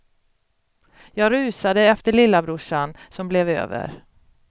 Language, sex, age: Swedish, female, 42